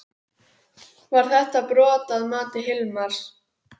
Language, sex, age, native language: Icelandic, female, 12, Icelandic